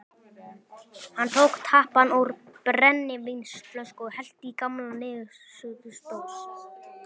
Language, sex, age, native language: Icelandic, male, 12, Icelandic